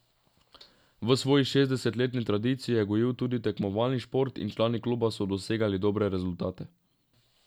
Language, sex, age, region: Slovenian, male, 18-29, Drava region